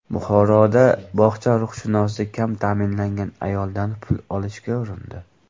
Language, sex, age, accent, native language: Uzbek, male, 18-24, Farg'ona, Uzbek